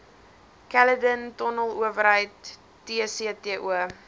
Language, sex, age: Afrikaans, female, 19